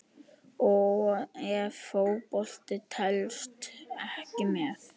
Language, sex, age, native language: Icelandic, male, 10, Icelandic